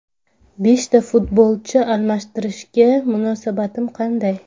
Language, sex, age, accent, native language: Uzbek, female, 18-24, Navoiy, Uzbek